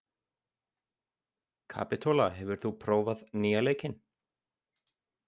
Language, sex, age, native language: Icelandic, male, 20-29, Icelandic